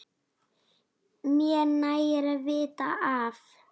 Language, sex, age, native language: Icelandic, female, 9, Icelandic